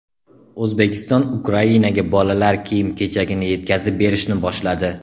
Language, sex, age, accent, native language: Uzbek, male, 18-24, Andijon, Uzbek